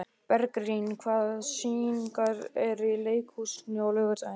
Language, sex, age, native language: Icelandic, male, 12, Icelandic